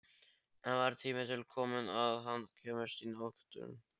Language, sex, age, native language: Icelandic, male, 13, Polish